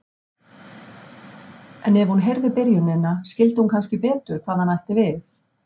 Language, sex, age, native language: Icelandic, female, 50-59, Icelandic